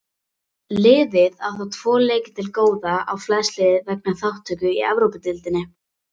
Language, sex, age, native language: Icelandic, female, 18-19, Icelandic